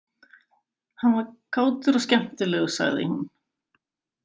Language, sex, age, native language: Icelandic, female, 50-59, Icelandic